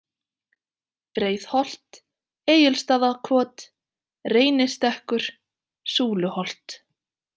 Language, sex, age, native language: Icelandic, female, 20-29, Icelandic